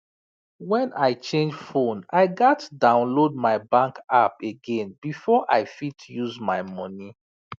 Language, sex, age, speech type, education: Nigerian Pidgin, male, 30-45, spontaneous, tertiary